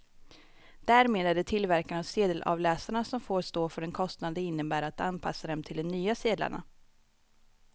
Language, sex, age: Swedish, female, 25